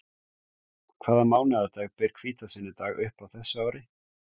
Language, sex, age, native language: Icelandic, male, 17, Icelandic